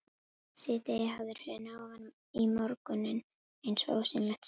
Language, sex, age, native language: Icelandic, female, 11, Icelandic